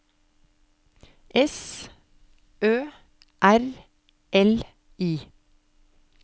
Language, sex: Norwegian, female